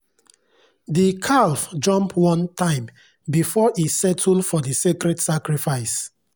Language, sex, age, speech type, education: Nigerian Pidgin, male, 30-45, spontaneous, tertiary